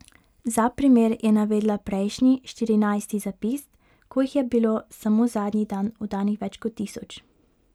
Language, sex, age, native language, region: Slovenian, female, 18-29, Slovenian, Pomurje region